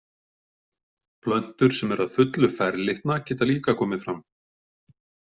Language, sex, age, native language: Icelandic, male, 40-49, Icelandic